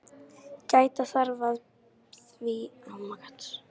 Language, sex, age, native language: Icelandic, female, 18-19, Icelandic